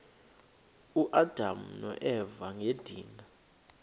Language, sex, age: Xhosa, male, 21